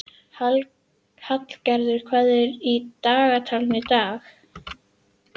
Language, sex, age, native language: Icelandic, female, 18-19, Icelandic